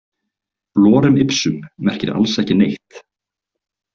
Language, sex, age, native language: Icelandic, male, 20-29, Icelandic